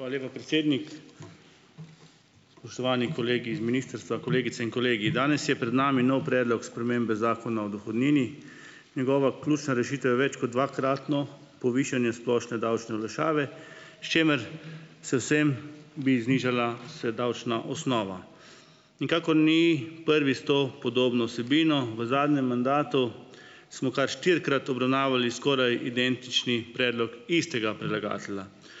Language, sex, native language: Slovenian, male, Slovenian